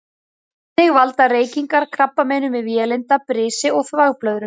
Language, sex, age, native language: Icelandic, female, 30-39, Icelandic